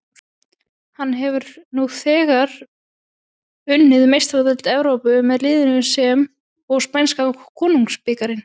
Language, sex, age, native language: Icelandic, female, 20-29, Icelandic